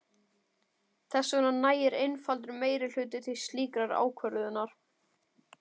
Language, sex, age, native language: Icelandic, male, 12, Icelandic